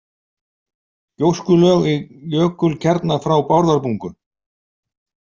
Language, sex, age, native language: Icelandic, male, 50-59, Icelandic